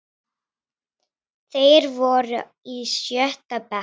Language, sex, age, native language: Icelandic, female, 10, Icelandic